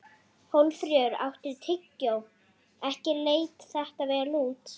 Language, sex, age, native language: Icelandic, female, 8, Icelandic